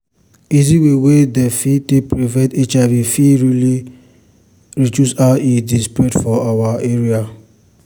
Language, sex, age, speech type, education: Nigerian Pidgin, male, 15-29, spontaneous, tertiary